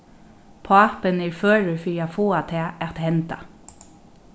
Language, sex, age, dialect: Faroese, female, 36-60, Norðurstreymoy/Eysturoy